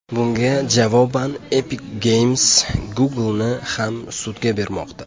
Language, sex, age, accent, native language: Uzbek, male, 25-34, Andijon, Uzbek